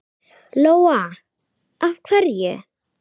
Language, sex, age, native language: Icelandic, female, 9, Icelandic